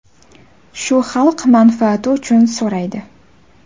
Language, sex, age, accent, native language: Uzbek, female, 18-24, Toshkent viloyati, Uzbek